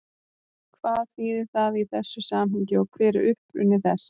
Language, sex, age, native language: Icelandic, female, 30-39, Icelandic